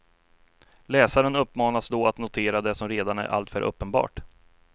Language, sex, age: Swedish, male, 33